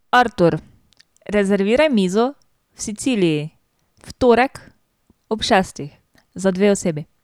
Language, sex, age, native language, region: Slovenian, female, 18-29, Slovenian, Drava region